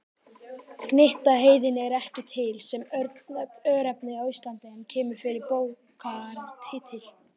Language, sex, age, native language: Icelandic, male, 18-19, Icelandic